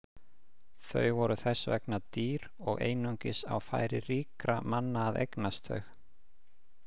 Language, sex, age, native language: Icelandic, male, 50-59, Icelandic